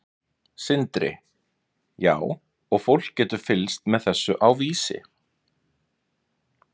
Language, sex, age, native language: Icelandic, male, 30-39, Icelandic